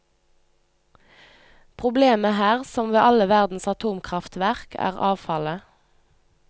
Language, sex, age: Norwegian, female, 25